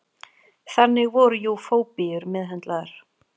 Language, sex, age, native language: Icelandic, female, 40-49, Icelandic